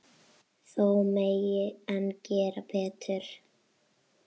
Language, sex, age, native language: Icelandic, female, 8, Icelandic